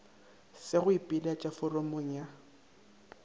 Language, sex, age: Northern Sotho, male, 19